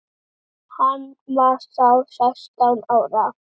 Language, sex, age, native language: Icelandic, male, 7, Icelandic